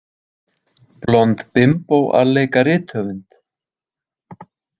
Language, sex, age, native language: Icelandic, male, 20-29, Icelandic